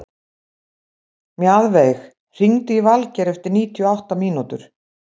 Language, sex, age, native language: Icelandic, female, 60-69, Icelandic